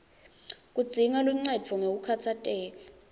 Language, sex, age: Swati, female, 20